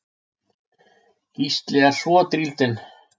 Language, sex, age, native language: Icelandic, male, 60-69, Icelandic